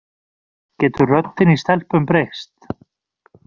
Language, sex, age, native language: Icelandic, male, 40-49, Icelandic